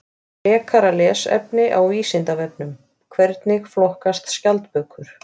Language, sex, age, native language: Icelandic, female, 20-29, Icelandic